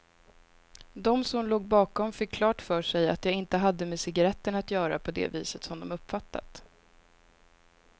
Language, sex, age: Swedish, female, 26